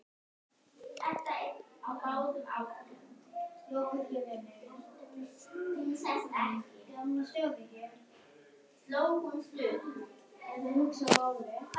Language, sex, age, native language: Icelandic, male, 9, Icelandic